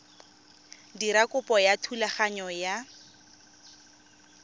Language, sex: Tswana, female